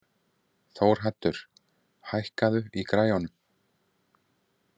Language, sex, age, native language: Icelandic, male, 40-49, Icelandic